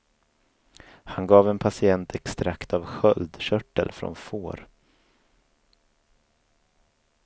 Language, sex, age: Swedish, male, 24